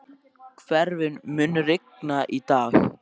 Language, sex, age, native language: Icelandic, male, 13, Icelandic